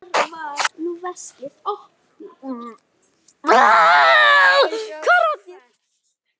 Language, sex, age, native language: Icelandic, female, 8, Icelandic